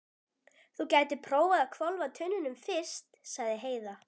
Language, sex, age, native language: Icelandic, female, 12, Icelandic